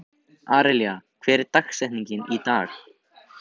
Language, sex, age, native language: Icelandic, male, 18-19, Icelandic